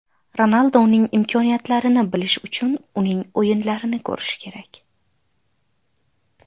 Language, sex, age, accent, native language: Uzbek, female, 19-29, Qashqadaryo, Uzbek